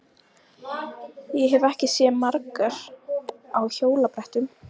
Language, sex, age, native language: Icelandic, female, 12, Icelandic